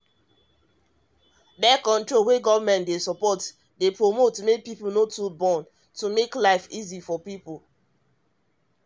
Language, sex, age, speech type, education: Nigerian Pidgin, male, 30-45, spontaneous, tertiary